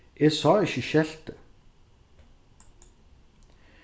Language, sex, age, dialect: Faroese, male, 36-60, Suðurstreymoy